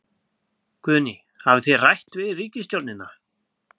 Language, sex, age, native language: Icelandic, male, 20-29, Icelandic